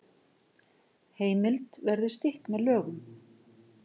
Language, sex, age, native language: Icelandic, female, 50-59, Icelandic